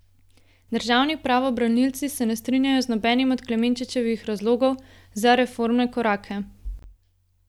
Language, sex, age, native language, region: Slovenian, female, 18-29, Slovenian, Gorenjska region